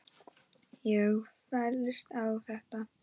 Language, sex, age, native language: Icelandic, male, 9, Icelandic